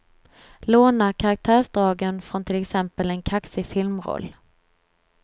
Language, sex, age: Swedish, female, 26